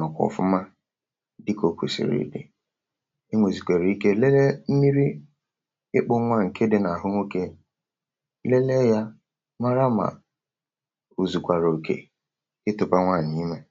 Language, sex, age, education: Igbo, male, 30-45, tertiary